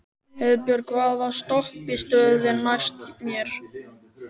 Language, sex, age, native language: Icelandic, male, 13, Icelandic